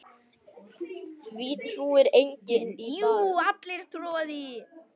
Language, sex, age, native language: Icelandic, male, 10, Icelandic